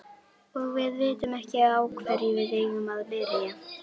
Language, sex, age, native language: Icelandic, female, 11, Icelandic